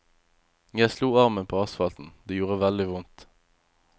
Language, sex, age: Norwegian, male, 25